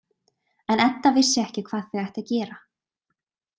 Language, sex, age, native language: Icelandic, female, 20-29, Icelandic